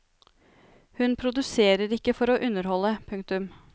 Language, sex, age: Norwegian, female, 33